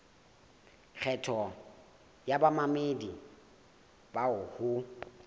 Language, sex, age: Southern Sotho, male, 18